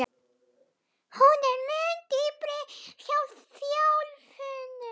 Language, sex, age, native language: Icelandic, male, 11, Icelandic